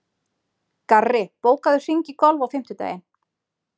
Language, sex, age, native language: Icelandic, female, 30-39, Icelandic